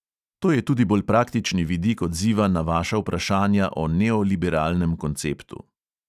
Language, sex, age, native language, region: Slovenian, male, 30-49, Slovenian, Central Slovenia